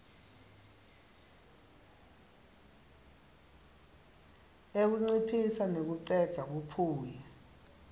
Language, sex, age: Swati, male, 19